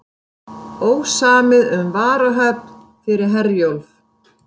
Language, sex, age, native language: Icelandic, female, 50-59, Icelandic